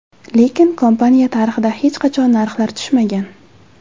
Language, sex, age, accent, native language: Uzbek, female, 18-24, Jizzax, Uzbek